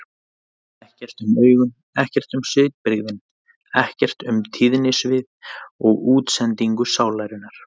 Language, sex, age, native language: Icelandic, male, 30-39, Icelandic